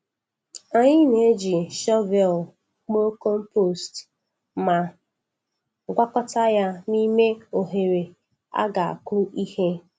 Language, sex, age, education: Igbo, female, 15-29, tertiary